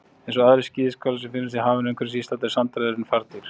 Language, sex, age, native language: Icelandic, male, 40-49, Icelandic